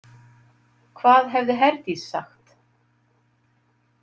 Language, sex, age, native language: Icelandic, female, 50-59, Icelandic